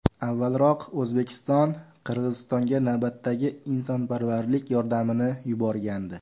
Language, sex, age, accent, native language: Uzbek, male, 18-24, Farg'ona, Uzbek